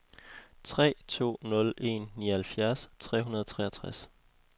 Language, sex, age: Danish, male, 21